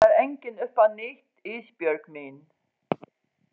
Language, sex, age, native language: Icelandic, female, 40-49, Faroese